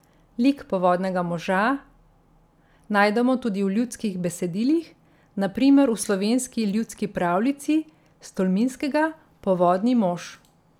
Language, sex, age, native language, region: Slovenian, female, 50-59, Slovenian, Central Slovenia